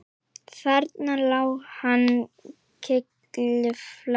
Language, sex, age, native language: Icelandic, male, 40-49, Icelandic